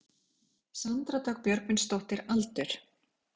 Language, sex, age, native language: Icelandic, female, 40-49, Icelandic